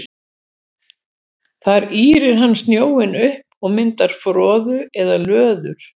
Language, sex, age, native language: Icelandic, female, 70-79, Icelandic